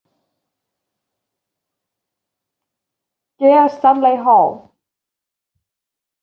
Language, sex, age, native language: Icelandic, female, 20-29, Icelandic